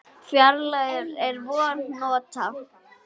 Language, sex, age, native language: Icelandic, female, 9, Icelandic